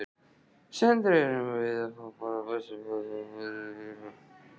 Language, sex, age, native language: Icelandic, male, 14, Icelandic